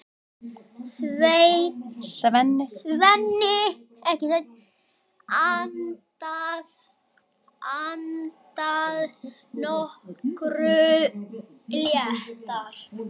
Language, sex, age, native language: Icelandic, male, 10, Icelandic